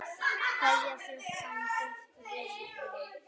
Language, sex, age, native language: Icelandic, female, 9, Icelandic